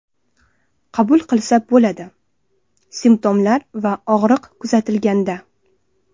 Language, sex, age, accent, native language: Uzbek, female, 19-29, Toshkent viloyati, Uzbek